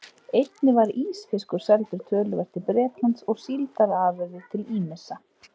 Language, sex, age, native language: Icelandic, female, 30-39, Icelandic